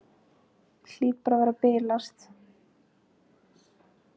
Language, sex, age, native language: Icelandic, female, 15, Icelandic